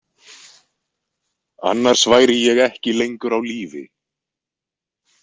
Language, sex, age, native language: Icelandic, male, 20-29, Icelandic